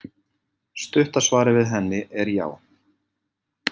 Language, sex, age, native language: Icelandic, male, 40-49, Icelandic